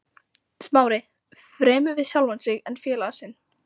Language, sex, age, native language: Icelandic, female, 14, Icelandic